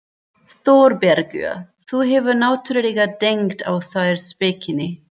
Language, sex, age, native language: Icelandic, female, 30-39, German